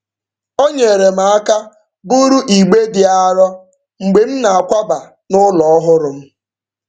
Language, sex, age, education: Igbo, male, 15-29, tertiary